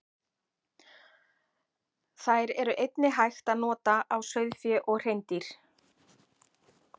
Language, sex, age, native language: Icelandic, female, 40-49, Icelandic